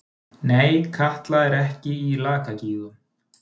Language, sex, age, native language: Icelandic, male, 30-39, Icelandic